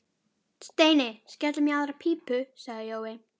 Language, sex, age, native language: Icelandic, female, 12, Icelandic